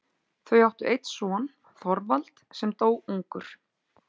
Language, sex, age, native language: Icelandic, female, 40-49, Icelandic